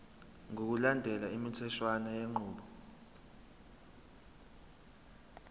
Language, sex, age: Zulu, male, 21